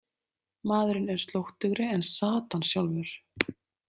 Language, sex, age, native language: Icelandic, female, 30-39, Icelandic